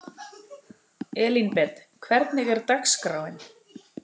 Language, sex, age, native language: Icelandic, female, 12, Icelandic